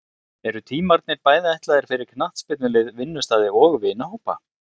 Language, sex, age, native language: Icelandic, male, 30-39, Icelandic